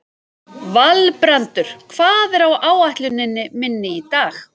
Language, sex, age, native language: Icelandic, female, 40-49, Icelandic